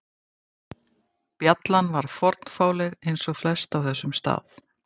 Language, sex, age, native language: Icelandic, female, 50-59, Icelandic